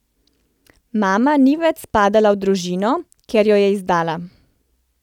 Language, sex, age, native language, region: Slovenian, female, 30-49, Slovenian, Central Slovenia